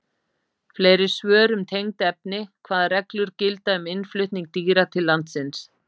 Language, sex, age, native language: Icelandic, female, 50-59, Icelandic